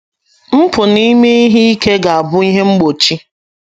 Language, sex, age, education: Igbo, female, 30-45, secondary